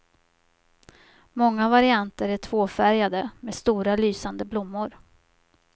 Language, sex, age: Swedish, female, 50